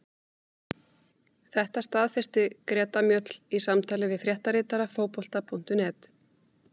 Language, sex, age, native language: Icelandic, female, 30-39, Icelandic